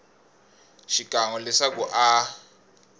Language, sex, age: Tsonga, male, 21